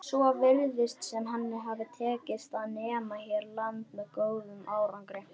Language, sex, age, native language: Icelandic, female, 21, Icelandic